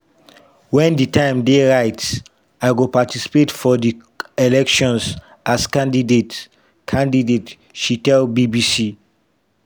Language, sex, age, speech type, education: Nigerian Pidgin, male, 15-29, spontaneous, tertiary